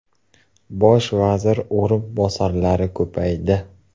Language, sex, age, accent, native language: Uzbek, male, 18-24, Qashqadaryo, Uzbek